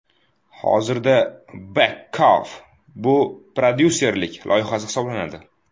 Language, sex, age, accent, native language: Uzbek, male, under 19, Toshkent viloyati, Uzbek